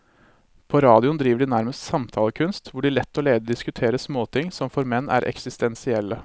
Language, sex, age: Norwegian, male, 26